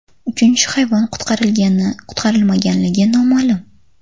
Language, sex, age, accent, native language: Uzbek, female, under 19, Farg'ona, Uzbek